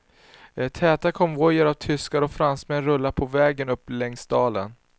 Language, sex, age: Swedish, male, 19